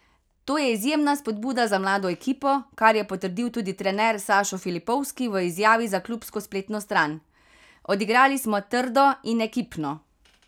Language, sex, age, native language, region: Slovenian, female, 30-49, Slovenian, Carinthia region